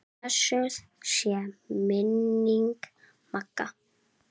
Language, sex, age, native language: Icelandic, male, 7, Icelandic